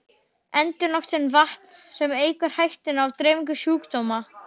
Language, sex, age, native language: Icelandic, male, 12, Icelandic